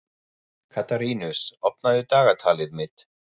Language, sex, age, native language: Icelandic, male, 40-49, German